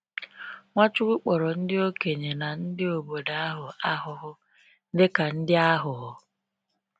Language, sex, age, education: Igbo, female, 30-45, tertiary